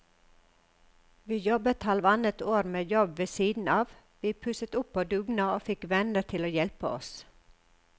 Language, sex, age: Norwegian, female, 54